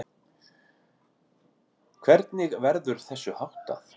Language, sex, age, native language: Icelandic, male, 40-49, Icelandic